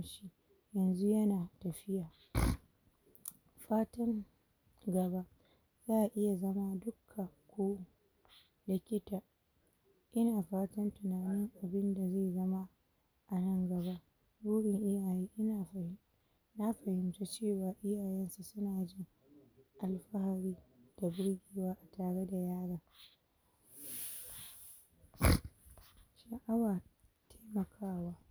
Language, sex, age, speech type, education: Hausa, female, 46-60, spontaneous, tertiary